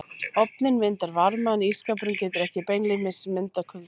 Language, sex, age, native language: Icelandic, female, 30-39, Icelandic